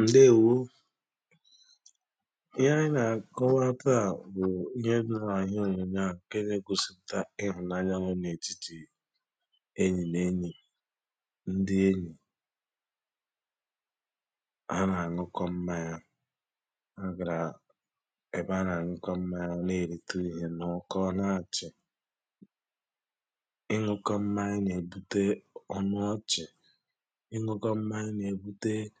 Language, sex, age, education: Igbo, male, 30-45, tertiary